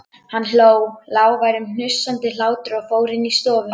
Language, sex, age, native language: Icelandic, female, 11, Icelandic